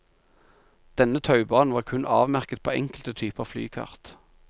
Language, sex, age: Norwegian, male, 45